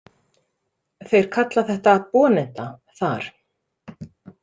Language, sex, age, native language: Icelandic, female, 30-39, Icelandic